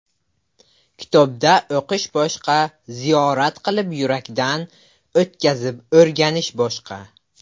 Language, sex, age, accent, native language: Uzbek, male, under 19, Buxoro, Uzbek